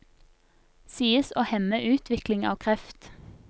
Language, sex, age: Norwegian, female, 24